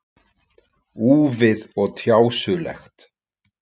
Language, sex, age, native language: Icelandic, male, 40-49, Icelandic